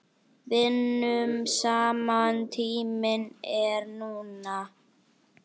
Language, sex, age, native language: Icelandic, female, 9, Icelandic